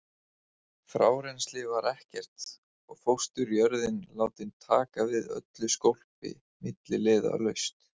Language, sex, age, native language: Icelandic, male, 20-29, Icelandic